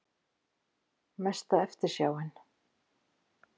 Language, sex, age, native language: Icelandic, female, 50-59, Icelandic